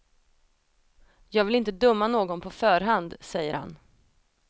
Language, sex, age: Swedish, female, 28